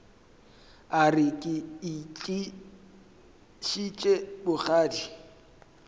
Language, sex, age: Northern Sotho, male, 23